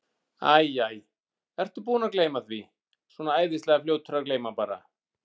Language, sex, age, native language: Icelandic, male, 40-49, Icelandic